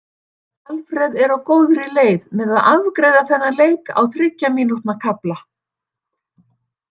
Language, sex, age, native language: Icelandic, female, 60-69, Icelandic